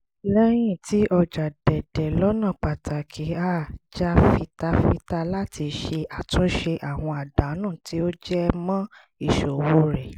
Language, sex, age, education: Yoruba, female, 30-45, tertiary